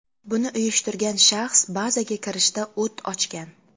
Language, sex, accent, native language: Uzbek, female, Qashqadaryo, Uzbek